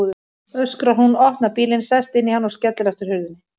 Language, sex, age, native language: Icelandic, female, 30-39, Icelandic